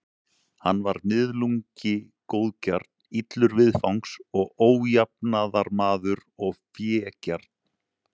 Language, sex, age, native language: Icelandic, male, 40-49, Icelandic